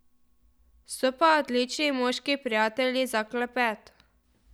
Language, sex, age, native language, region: Slovenian, female, 12-17, Slovenian, Drava region